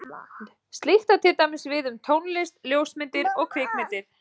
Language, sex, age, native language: Icelandic, female, 40-49, Icelandic